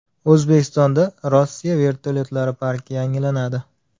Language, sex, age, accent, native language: Uzbek, male, 19-29, Farg'ona, Uzbek